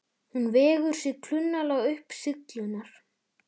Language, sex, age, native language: Icelandic, male, 11, Icelandic